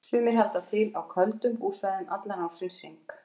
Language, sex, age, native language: Icelandic, female, 50-59, Icelandic